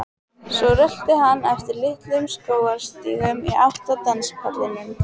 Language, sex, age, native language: Icelandic, female, 15, Icelandic